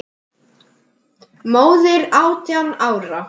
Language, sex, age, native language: Icelandic, male, 10, Icelandic